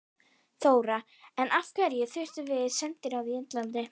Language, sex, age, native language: Icelandic, female, 12, Icelandic